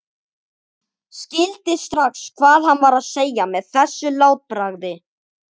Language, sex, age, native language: Icelandic, male, 12, Icelandic